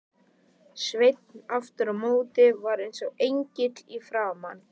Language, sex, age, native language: Icelandic, male, 11, Icelandic